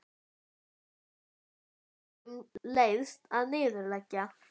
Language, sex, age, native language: Icelandic, female, 11, Icelandic